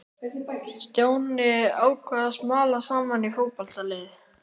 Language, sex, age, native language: Icelandic, male, 11, Icelandic